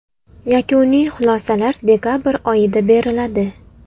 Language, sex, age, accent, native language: Uzbek, female, 19-29, Toshkent viloyati, Uzbek